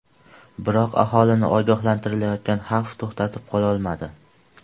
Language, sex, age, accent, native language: Uzbek, male, 12-17, Andijon, Uzbek